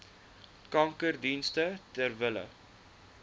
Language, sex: Afrikaans, male